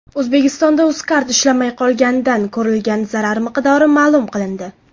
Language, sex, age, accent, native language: Uzbek, female, 18-24, Farg'ona, Uzbek